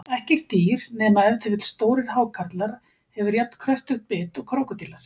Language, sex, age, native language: Icelandic, female, 50-59, Icelandic